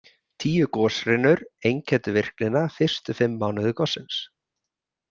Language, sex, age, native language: Icelandic, male, 30-39, Icelandic